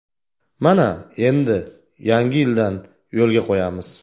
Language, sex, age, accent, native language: Uzbek, male, 40-49, Toshkent viloyati, Uzbek